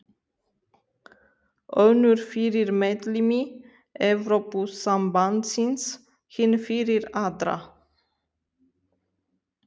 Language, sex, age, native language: Icelandic, female, 30-39, Romanian